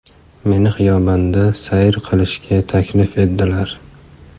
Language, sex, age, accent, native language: Uzbek, male, 25-34, Farg'ona, Uzbek